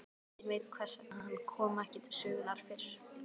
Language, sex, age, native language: Icelandic, other, 12, Icelandic